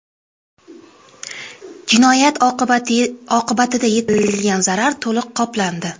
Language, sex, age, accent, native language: Uzbek, female, 25-34, Toshkent viloyati, Uzbek